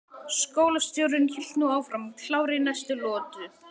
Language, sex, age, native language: Icelandic, male, 12, Icelandic